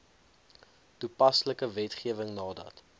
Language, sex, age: Afrikaans, male, 20